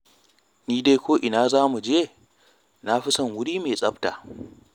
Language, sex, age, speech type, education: Hausa, male, 15-29, read, tertiary